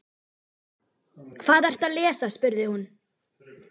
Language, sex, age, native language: Icelandic, female, 12, Icelandic